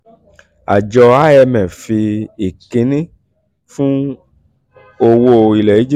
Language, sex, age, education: Yoruba, male, 46-60, tertiary